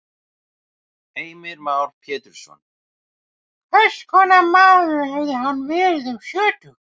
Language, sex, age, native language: Icelandic, male, 18-19, Icelandic